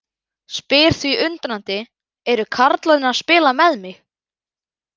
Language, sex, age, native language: Icelandic, male, 11, Icelandic